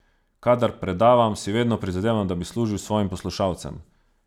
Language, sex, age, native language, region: Slovenian, male, 30-49, Slovenian, Savinja region